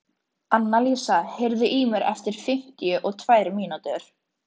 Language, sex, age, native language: Icelandic, female, 13, Icelandic